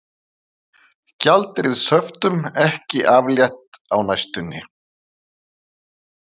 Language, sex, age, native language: Icelandic, male, 50-59, Icelandic